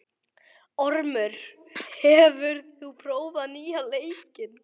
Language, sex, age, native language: Icelandic, male, 11, Icelandic